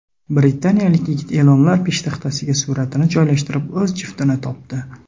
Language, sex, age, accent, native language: Uzbek, male, 30-39, Sirdaryo, Uzbek